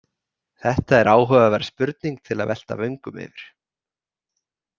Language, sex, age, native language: Icelandic, male, 30-39, Icelandic